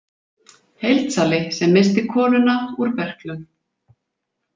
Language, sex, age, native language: Icelandic, female, 50-59, Icelandic